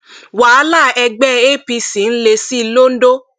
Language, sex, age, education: Yoruba, female, 15-29, tertiary